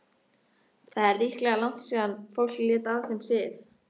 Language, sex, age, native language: Icelandic, female, 13, Icelandic